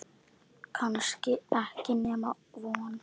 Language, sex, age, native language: Icelandic, female, 10, Icelandic